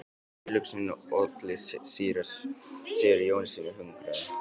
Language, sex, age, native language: Icelandic, male, 12, Icelandic